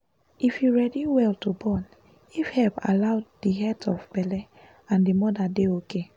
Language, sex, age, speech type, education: Nigerian Pidgin, female, 15-29, spontaneous, tertiary